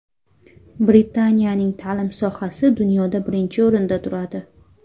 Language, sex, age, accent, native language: Uzbek, female, 18-24, Surxondaryo, Uzbek